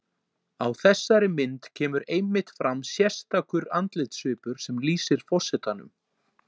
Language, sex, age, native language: Icelandic, male, 40-49, Icelandic